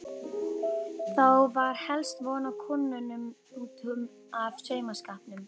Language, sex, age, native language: Icelandic, female, 12, Icelandic